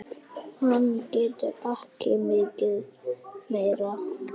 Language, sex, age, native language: Icelandic, female, 8, Icelandic